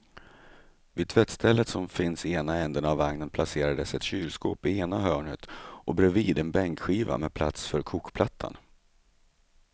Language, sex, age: Swedish, male, 35